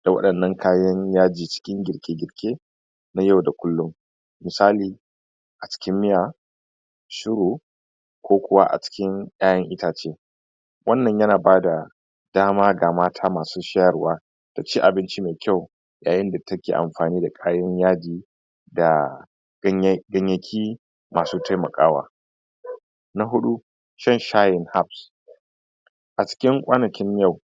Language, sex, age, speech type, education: Hausa, male, 30-45, spontaneous, tertiary